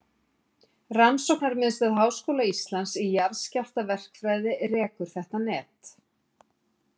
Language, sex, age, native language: Icelandic, female, 50-59, Icelandic